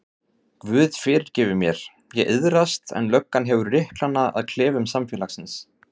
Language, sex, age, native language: Icelandic, male, 30-39, Icelandic